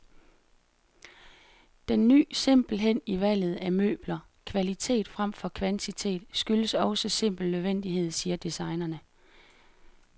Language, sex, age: Danish, female, 33